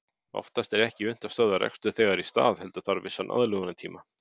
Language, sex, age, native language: Icelandic, male, 50-59, Icelandic